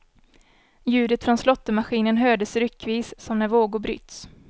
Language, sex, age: Swedish, female, 24